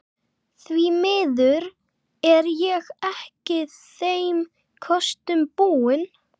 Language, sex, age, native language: Icelandic, other, 11, Icelandic